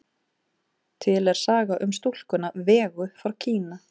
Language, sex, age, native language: Icelandic, female, 30-39, Icelandic